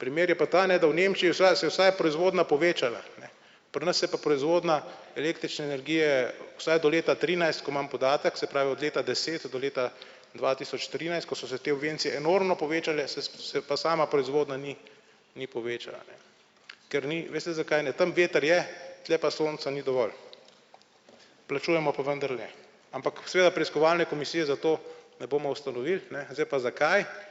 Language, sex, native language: Slovenian, male, Slovenian